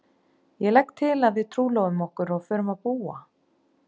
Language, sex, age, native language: Icelandic, female, 30-39, Icelandic